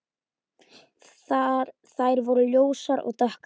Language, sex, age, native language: Icelandic, male, 10, Icelandic